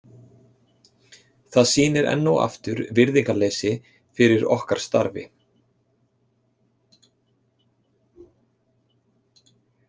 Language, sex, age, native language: Icelandic, male, 30-39, Icelandic